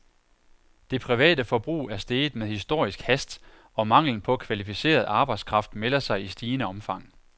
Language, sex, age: Danish, male, 41